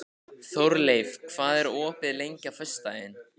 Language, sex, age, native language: Icelandic, male, 15, Icelandic